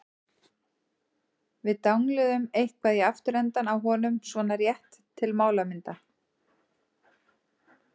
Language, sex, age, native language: Icelandic, female, 40-49, Icelandic